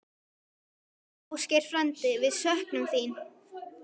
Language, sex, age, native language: Icelandic, male, 10, Icelandic